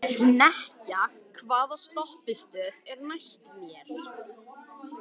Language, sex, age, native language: Icelandic, male, 18-19, Icelandic